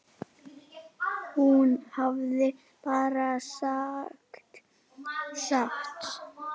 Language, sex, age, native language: Icelandic, male, 6, Icelandic